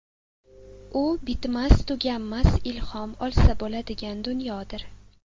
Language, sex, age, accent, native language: Uzbek, female, 18-24, Sirdaryo, Uzbek